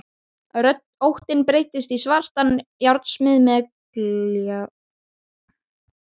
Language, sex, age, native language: Icelandic, male, 12, Icelandic